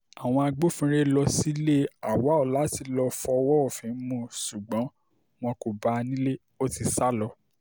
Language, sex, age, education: Yoruba, male, 30-45, tertiary